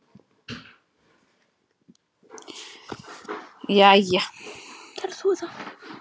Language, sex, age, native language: Icelandic, male, 10, Icelandic